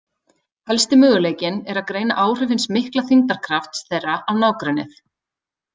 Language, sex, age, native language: Icelandic, female, 30-39, Icelandic